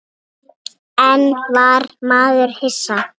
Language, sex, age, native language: Icelandic, other, 6, Icelandic